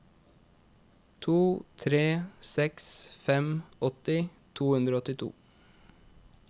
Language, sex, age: Norwegian, male, 21